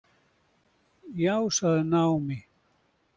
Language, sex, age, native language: Icelandic, male, 70-79, Icelandic